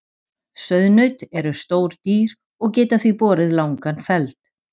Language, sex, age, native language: Icelandic, female, 40-49, Icelandic